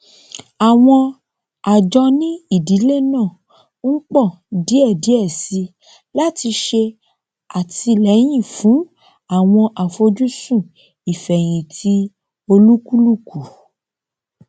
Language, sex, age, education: Yoruba, female, 30-45, tertiary